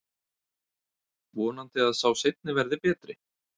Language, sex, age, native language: Icelandic, male, 30-39, Icelandic